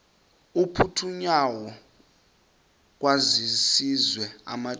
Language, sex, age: Xhosa, male, 26